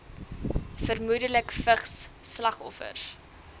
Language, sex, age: Afrikaans, female, 23